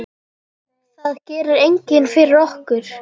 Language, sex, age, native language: Icelandic, female, 10, Icelandic